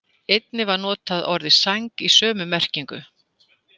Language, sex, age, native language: Icelandic, female, 60-69, Icelandic